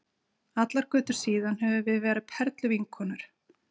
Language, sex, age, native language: Icelandic, female, 50-59, Icelandic